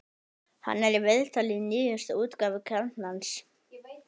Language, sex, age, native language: Icelandic, male, 18-19, Icelandic